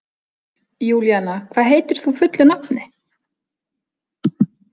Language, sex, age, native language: Icelandic, female, 20-29, Icelandic